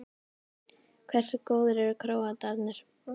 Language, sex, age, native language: Icelandic, female, 13, Icelandic